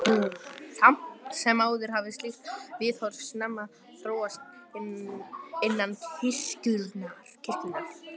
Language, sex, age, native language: Icelandic, male, 12, Icelandic